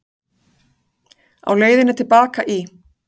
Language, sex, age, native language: Icelandic, female, 40-49, Icelandic